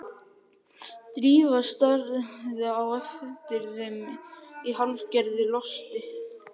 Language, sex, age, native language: Icelandic, other, 11, Icelandic